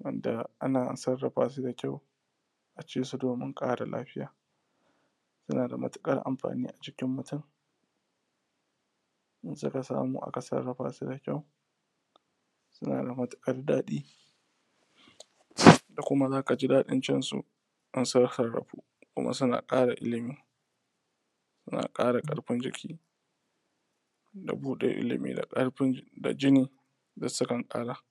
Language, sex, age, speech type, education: Hausa, male, 15-29, spontaneous, tertiary